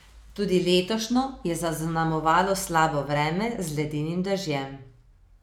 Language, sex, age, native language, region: Slovenian, female, 30-49, Slovenian, Savinja region